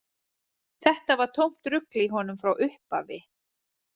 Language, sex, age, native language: Icelandic, female, 30-39, Icelandic